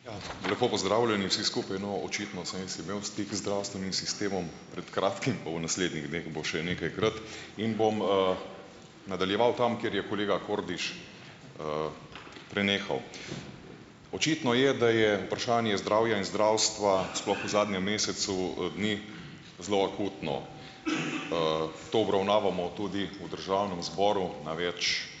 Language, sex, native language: Slovenian, male, Slovenian